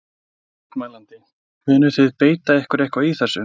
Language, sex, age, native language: Icelandic, male, 20-29, Icelandic